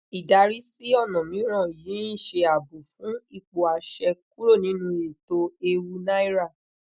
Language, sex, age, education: Yoruba, female, 15-29, tertiary